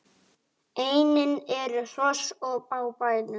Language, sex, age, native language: Icelandic, male, 8, Icelandic